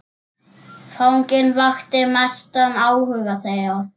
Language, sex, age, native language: Icelandic, male, 7, Icelandic